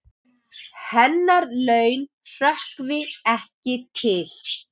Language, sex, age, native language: Icelandic, male, 7, Icelandic